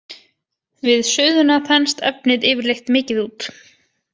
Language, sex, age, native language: Icelandic, female, 20-29, Icelandic